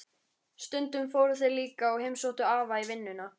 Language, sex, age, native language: Icelandic, female, 13, Icelandic